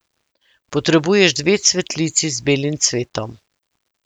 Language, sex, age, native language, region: Slovenian, female, 50-59, Slovenian, Central Slovenia